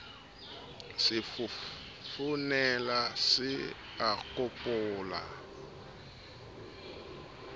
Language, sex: Southern Sotho, male